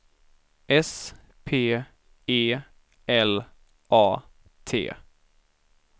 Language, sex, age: Swedish, male, 19